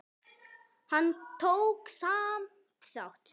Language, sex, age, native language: Icelandic, male, 6, Icelandic